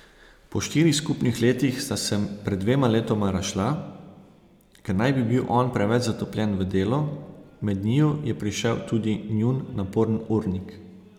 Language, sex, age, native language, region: Slovenian, male, 30-49, Slovenian, Savinja region